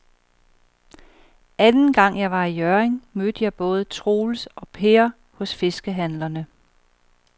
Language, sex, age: Danish, female, 38